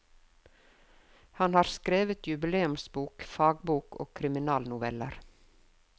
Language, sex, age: Norwegian, female, 52